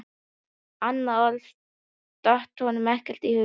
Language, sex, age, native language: Icelandic, male, 12, Icelandic